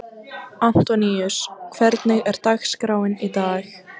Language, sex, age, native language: Icelandic, female, 14, Icelandic